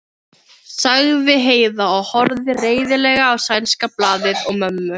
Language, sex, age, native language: Icelandic, female, 15, Filipino